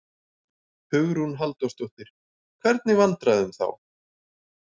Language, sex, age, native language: Icelandic, male, 40-49, Icelandic